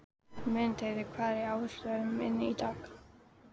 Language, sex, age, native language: Icelandic, female, 14, Icelandic